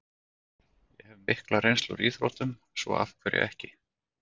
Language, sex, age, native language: Icelandic, male, 40-49, Icelandic